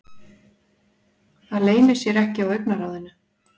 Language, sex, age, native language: Icelandic, female, 40-49, Icelandic